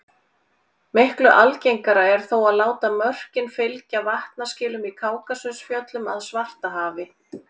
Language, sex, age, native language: Icelandic, female, 40-49, Icelandic